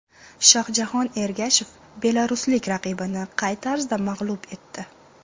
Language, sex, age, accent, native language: Uzbek, female, 18-24, Andijon, Uzbek